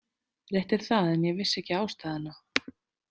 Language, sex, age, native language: Icelandic, female, 30-39, Icelandic